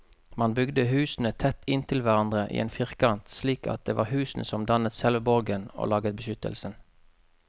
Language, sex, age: Norwegian, male, 33